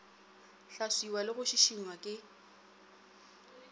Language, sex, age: Northern Sotho, female, 27